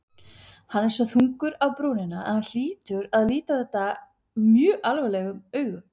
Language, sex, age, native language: Icelandic, female, 30-39, Icelandic